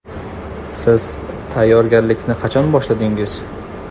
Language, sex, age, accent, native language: Uzbek, male, 19-29, Andijon, Uzbek